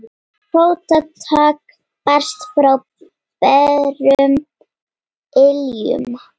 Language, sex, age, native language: Icelandic, female, 8, Icelandic